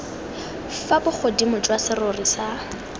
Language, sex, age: Tswana, female, 18